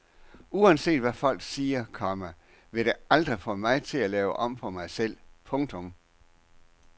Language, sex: Danish, male